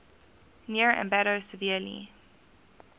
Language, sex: English, female